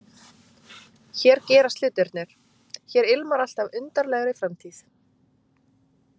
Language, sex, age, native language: Icelandic, female, 20-29, Icelandic